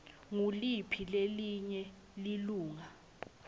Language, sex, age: Swati, female, 20